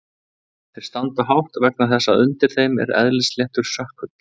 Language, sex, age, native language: Icelandic, male, 20-29, Icelandic